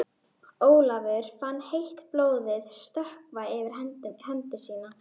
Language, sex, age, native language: Icelandic, female, 12, Icelandic